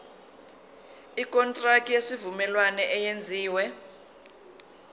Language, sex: Zulu, female